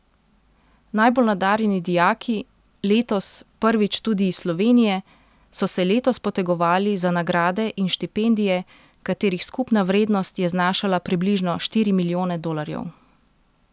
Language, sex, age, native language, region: Slovenian, female, 30-49, Slovenian, Central Slovenia